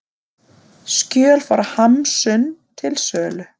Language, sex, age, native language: Icelandic, female, 30-39, Icelandic